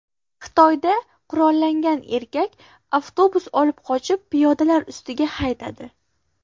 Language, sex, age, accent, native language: Uzbek, female, under 19, Farg'ona, Uzbek